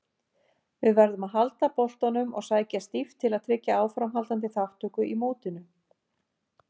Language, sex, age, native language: Icelandic, female, 50-59, Icelandic